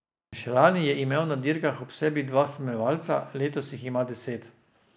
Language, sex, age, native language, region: Slovenian, male, 50-59, Slovenian, Drava region